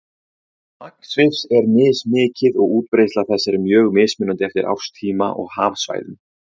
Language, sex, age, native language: Icelandic, male, 30-39, Icelandic